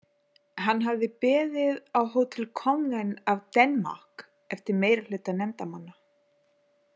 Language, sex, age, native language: Icelandic, female, 40-49, Icelandic